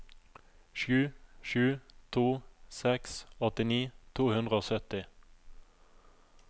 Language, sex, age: Norwegian, male, 27